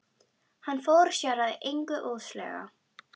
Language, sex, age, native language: Icelandic, female, 12, Icelandic